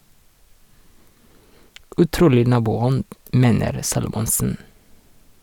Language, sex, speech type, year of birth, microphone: Norwegian, male, read, 1986, Sennheiser